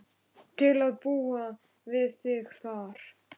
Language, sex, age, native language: Icelandic, male, 11, Icelandic